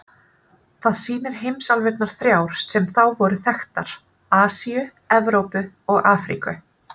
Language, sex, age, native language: Icelandic, female, 30-39, Icelandic